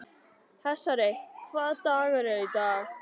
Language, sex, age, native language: Icelandic, other, 12, Icelandic